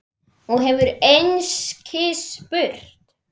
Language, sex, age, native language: Icelandic, male, 10, Icelandic